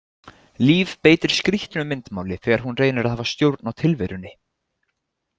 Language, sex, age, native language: Icelandic, male, 20-29, Icelandic